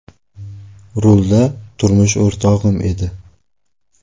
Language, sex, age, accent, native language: Uzbek, male, 18-24, Navoiy, Uzbek